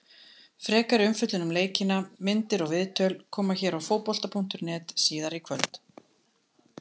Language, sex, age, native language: Icelandic, female, 30-39, Icelandic